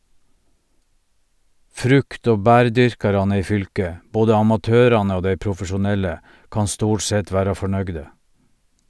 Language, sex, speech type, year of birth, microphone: Norwegian, male, read, 1951, Sennheiser